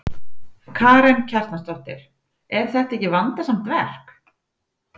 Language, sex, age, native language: Icelandic, female, 40-49, Icelandic